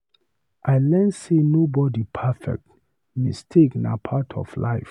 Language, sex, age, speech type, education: Nigerian Pidgin, male, 30-45, read, tertiary